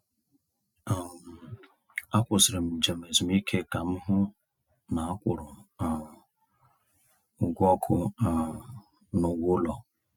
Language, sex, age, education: Igbo, male, 30-45, tertiary